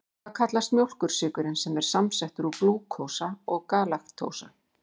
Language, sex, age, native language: Icelandic, female, 40-49, Icelandic